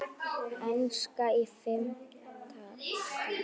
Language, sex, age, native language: Icelandic, male, 10, Icelandic